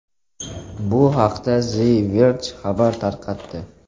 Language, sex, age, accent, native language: Uzbek, male, 12-17, Jizzax, Uzbek